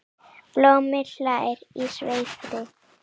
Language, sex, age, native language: Icelandic, female, 9, Icelandic